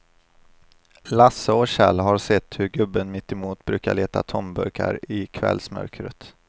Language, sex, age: Swedish, male, 25